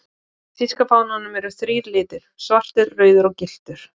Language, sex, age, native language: Icelandic, female, 20-29, Icelandic